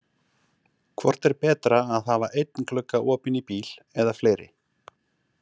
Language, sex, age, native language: Icelandic, male, 40-49, Icelandic